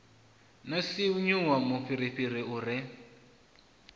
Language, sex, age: Venda, male, 21